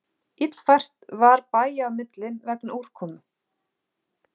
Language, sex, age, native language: Icelandic, female, 40-49, Icelandic